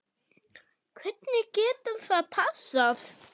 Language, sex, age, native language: Icelandic, male, 8, German